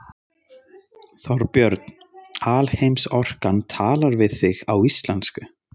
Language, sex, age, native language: Icelandic, male, 30-39, Icelandic